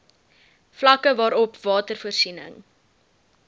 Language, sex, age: Afrikaans, female, 19